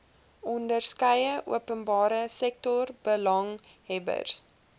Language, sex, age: Afrikaans, female, 20